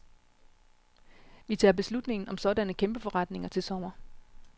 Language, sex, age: Danish, female, 36